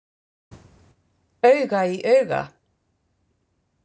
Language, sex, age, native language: Icelandic, female, 50-59, Icelandic